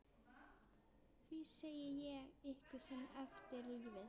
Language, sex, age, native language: Icelandic, female, 13, Icelandic